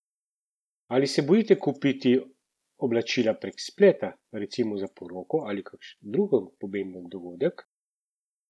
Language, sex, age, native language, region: Slovenian, male, 30-49, Slovenian, Central Slovenia